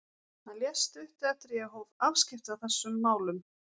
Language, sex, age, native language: Icelandic, female, 40-49, Icelandic